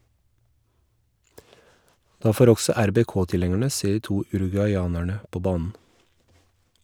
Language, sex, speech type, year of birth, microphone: Norwegian, male, read, 1981, Shure